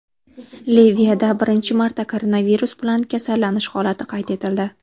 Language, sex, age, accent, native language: Uzbek, female, 18-24, Toshkent shahri, Uzbek